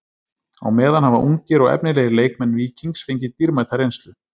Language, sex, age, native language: Icelandic, male, 30-39, Icelandic